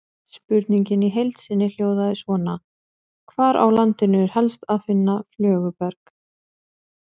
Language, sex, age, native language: Icelandic, female, 20-29, Icelandic